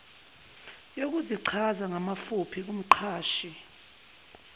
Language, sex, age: Zulu, female, 22